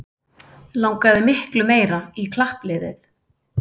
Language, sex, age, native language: Icelandic, female, 30-39, Icelandic